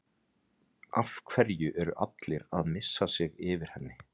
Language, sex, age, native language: Icelandic, male, 30-39, Icelandic